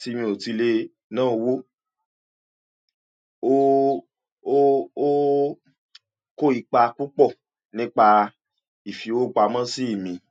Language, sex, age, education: Yoruba, male, 46-60, tertiary